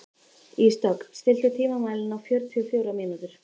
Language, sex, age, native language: Icelandic, female, 13, Icelandic